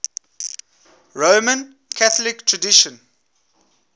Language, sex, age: English, male, 21